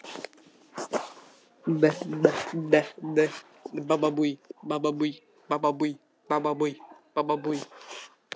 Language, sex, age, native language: Icelandic, other, 60-69, Russian